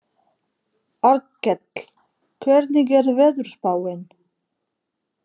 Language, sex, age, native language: Icelandic, female, 50-59, Portuguese